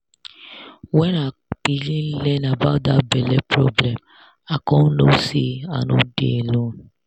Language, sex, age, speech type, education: Nigerian Pidgin, female, 30-45, spontaneous, tertiary